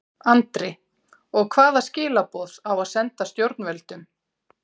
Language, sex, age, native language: Icelandic, female, 40-49, Icelandic